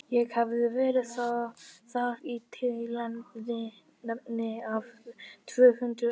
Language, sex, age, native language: Icelandic, female, 50-59, Icelandic